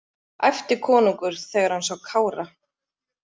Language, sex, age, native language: Icelandic, female, 30-39, Icelandic